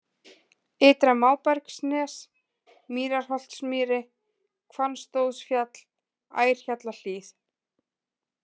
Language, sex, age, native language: Icelandic, female, 20-29, Icelandic